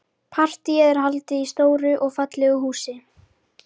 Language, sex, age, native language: Icelandic, female, 13, Icelandic